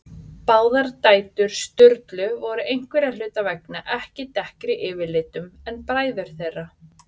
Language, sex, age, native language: Icelandic, female, 30-39, Icelandic